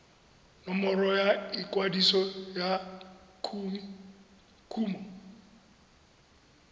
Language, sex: Tswana, male